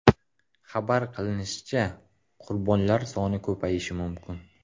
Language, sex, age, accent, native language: Uzbek, male, 18-24, Qashqadaryo, Uzbek